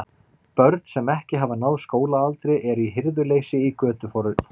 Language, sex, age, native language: Icelandic, male, 30-39, Icelandic